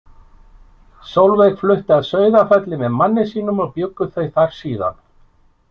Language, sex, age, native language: Icelandic, male, 50-59, Icelandic